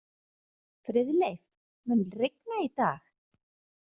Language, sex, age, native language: Icelandic, female, 40-49, Icelandic